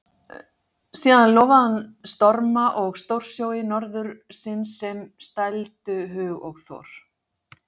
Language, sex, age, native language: Icelandic, female, 50-59, Icelandic